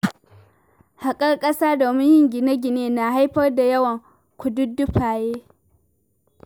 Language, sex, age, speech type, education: Hausa, female, 15-29, read, primary